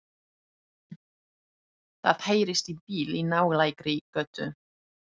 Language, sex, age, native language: Icelandic, female, 30-39, Polish